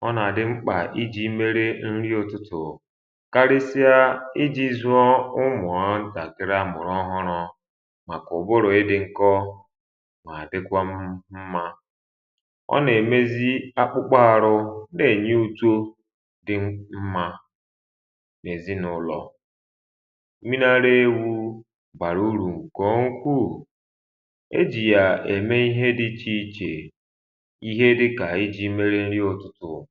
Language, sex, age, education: Igbo, male, 15-29, primary